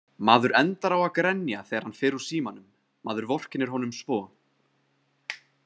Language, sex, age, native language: Icelandic, male, 20-29, Icelandic